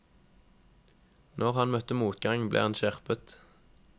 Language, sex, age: Norwegian, male, 21